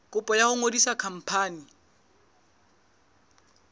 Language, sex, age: Southern Sotho, male, 20